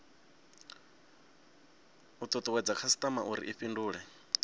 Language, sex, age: Venda, male, 26